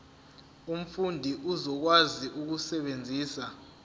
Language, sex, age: Zulu, male, 20